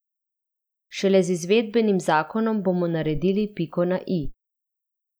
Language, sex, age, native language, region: Slovenian, female, 30-49, Slovenian, Central Slovenia